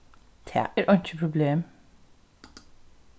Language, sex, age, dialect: Faroese, female, 36-60, Suðurstreymoy